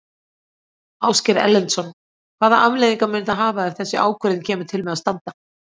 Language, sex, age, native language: Icelandic, female, 40-49, Icelandic